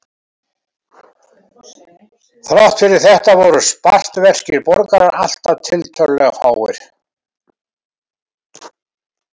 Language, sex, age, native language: Icelandic, male, 70-79, Icelandic